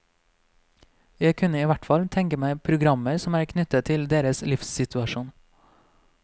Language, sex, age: Norwegian, male, 26